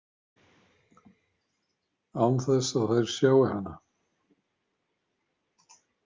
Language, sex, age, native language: Icelandic, male, 50-59, Icelandic